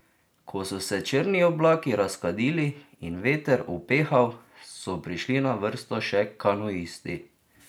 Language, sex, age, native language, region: Slovenian, male, 30-49, Slovenian, Drava region